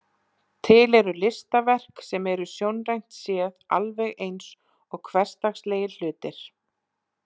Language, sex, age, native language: Icelandic, female, 20-29, Icelandic